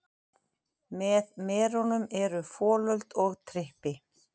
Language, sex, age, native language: Icelandic, female, 40-49, Icelandic